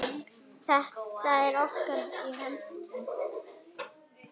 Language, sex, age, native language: Icelandic, female, 9, Icelandic